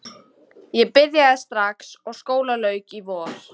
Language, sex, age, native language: Icelandic, female, 14, Icelandic